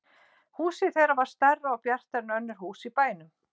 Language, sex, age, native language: Icelandic, female, 60-69, Icelandic